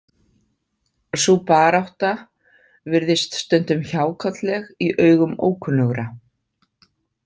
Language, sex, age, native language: Icelandic, female, 50-59, Icelandic